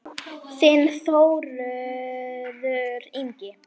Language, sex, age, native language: Icelandic, female, 9, Icelandic